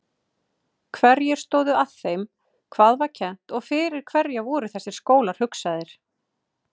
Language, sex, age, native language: Icelandic, female, 30-39, Icelandic